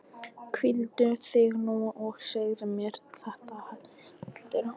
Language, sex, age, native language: Icelandic, female, 14, Icelandic